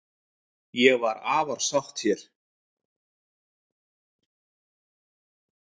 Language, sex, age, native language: Icelandic, male, 50-59, Icelandic